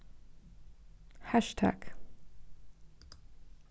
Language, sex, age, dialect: Faroese, female, 15-35, Norðurstreymoy/Eysturoy